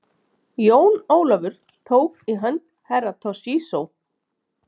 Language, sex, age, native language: Icelandic, female, 30-39, Icelandic